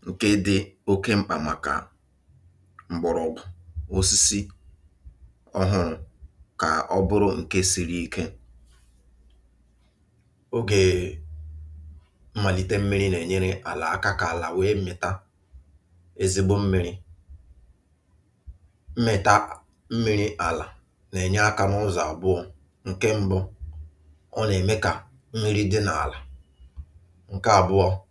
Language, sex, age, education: Igbo, male, 30-45, tertiary